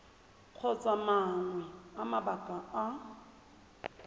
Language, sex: Tswana, female